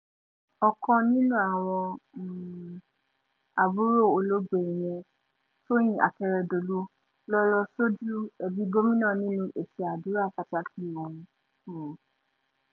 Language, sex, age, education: Yoruba, female, 15-29, tertiary